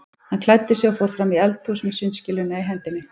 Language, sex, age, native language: Icelandic, female, 20-29, Icelandic